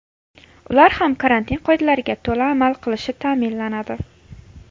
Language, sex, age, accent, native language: Uzbek, female, 18-24, Xorazm, Uzbek